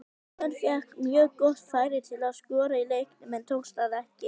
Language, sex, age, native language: Icelandic, female, 18-19, Icelandic